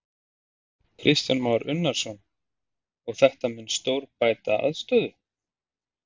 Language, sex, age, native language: Icelandic, male, 30-39, Icelandic